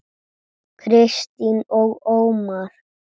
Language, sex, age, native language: Icelandic, male, 7, Icelandic